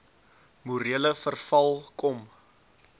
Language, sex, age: Afrikaans, male, 20